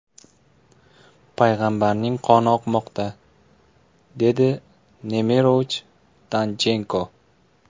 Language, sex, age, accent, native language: Uzbek, male, 25-34, Samarqand, Uzbek